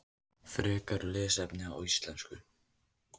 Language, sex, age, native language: Icelandic, male, 18-19, Icelandic